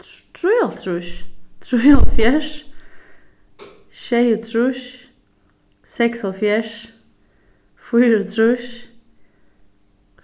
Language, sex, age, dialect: Faroese, female, 15-35, Suðurstreymoy